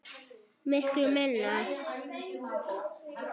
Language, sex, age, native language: Icelandic, female, 9, Icelandic